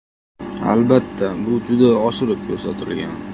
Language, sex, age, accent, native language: Uzbek, male, 18-24, Andijon, Uzbek